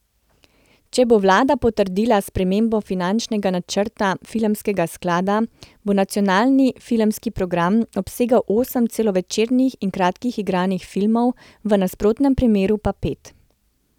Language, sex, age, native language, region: Slovenian, female, 30-49, Slovenian, Central Slovenia